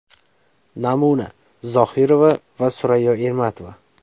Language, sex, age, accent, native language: Uzbek, male, 25-34, Jizzax, Uzbek